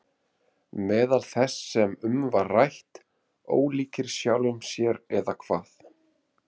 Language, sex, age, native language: Icelandic, male, 30-39, Icelandic